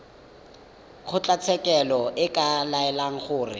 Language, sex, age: Tswana, male, 19